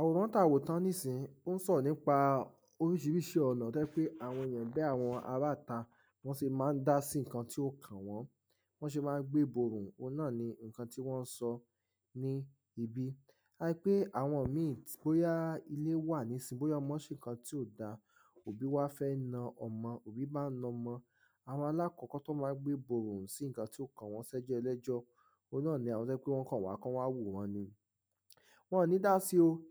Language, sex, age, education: Yoruba, male, 15-29, tertiary